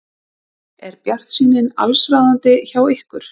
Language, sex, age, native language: Icelandic, female, 30-39, Icelandic